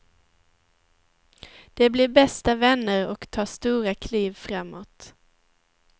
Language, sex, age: Swedish, female, 19